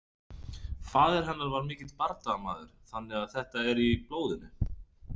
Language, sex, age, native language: Icelandic, male, 30-39, Icelandic